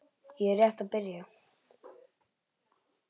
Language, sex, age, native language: Icelandic, male, 10, Icelandic